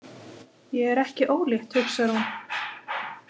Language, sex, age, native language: Icelandic, female, 40-49, Icelandic